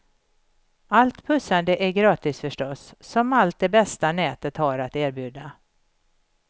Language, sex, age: Swedish, female, 51